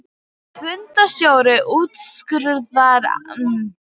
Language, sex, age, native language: Icelandic, female, 12, Icelandic